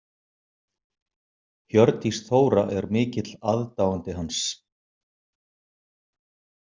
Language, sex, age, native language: Icelandic, male, 50-59, Icelandic